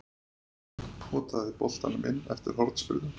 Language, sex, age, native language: Icelandic, male, 30-39, Icelandic